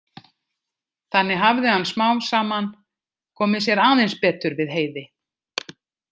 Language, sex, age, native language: Icelandic, female, 50-59, Icelandic